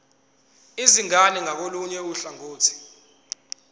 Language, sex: Zulu, male